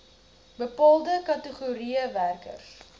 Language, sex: Afrikaans, female